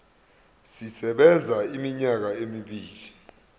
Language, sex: Zulu, male